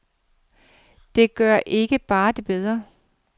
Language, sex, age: Danish, female, 42